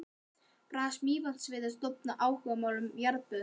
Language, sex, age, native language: Icelandic, male, 12, Icelandic